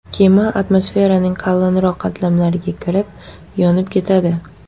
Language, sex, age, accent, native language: Uzbek, female, 18-24, Surxondaryo, Uzbek